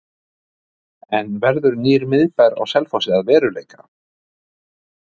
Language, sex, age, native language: Icelandic, male, 50-59, Icelandic